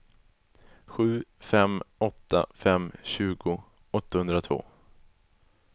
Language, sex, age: Swedish, male, 20